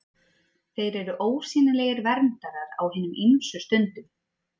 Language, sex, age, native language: Icelandic, female, 30-39, Icelandic